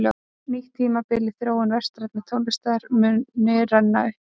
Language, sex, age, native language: Icelandic, female, 30-39, Icelandic